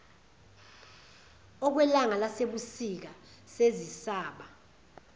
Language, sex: Zulu, female